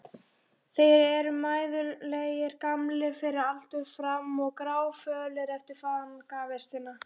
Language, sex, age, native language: Icelandic, female, 12, Icelandic